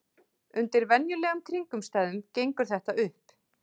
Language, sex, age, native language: Icelandic, female, 40-49, Icelandic